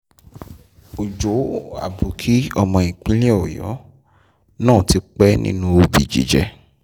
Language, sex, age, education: Yoruba, male, 15-29, tertiary